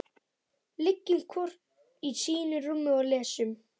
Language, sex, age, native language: Icelandic, male, 11, Icelandic